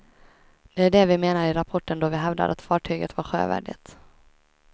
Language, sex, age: Swedish, female, 23